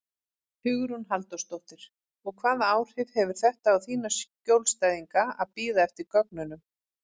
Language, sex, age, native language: Icelandic, female, 40-49, Icelandic